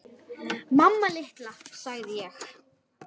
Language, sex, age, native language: Icelandic, female, 10, Icelandic